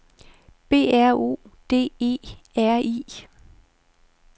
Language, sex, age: Danish, female, 51